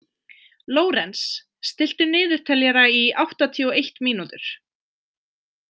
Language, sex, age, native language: Icelandic, female, 20-29, Icelandic